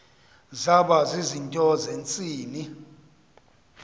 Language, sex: Xhosa, male